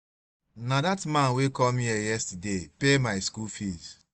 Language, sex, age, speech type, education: Nigerian Pidgin, male, 30-45, spontaneous, tertiary